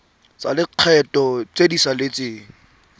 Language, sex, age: Tswana, male, 23